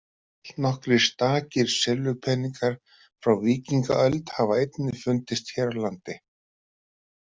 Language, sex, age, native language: Icelandic, female, 30-39, Icelandic